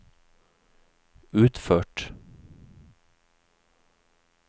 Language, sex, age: Norwegian, male, 31